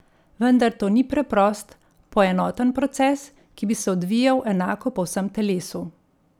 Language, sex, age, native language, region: Slovenian, female, 50-59, Slovenian, Central Slovenia